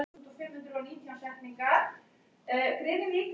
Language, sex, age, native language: Icelandic, male, 14, Icelandic